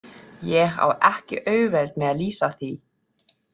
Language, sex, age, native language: Icelandic, female, 30-39, German